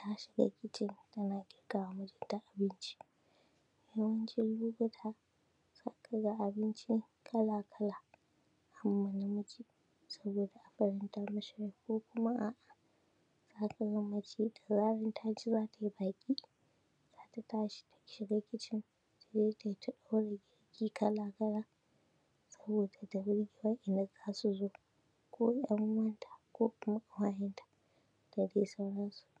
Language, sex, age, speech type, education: Hausa, female, 30-45, spontaneous, tertiary